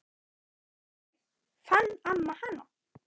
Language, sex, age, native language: Icelandic, male, 9, Icelandic